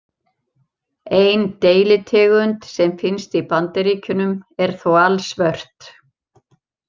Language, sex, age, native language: Icelandic, female, 70-79, Icelandic